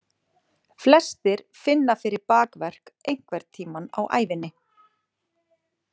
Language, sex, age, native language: Icelandic, female, 40-49, Icelandic